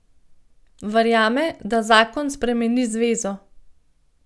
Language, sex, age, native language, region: Slovenian, female, 30-49, Slovenian, Gorenjska region